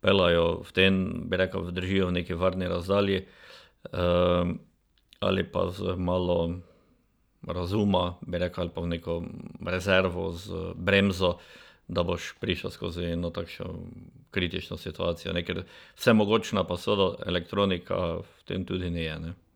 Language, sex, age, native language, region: Slovenian, male, 60+, Slovenian, Drava region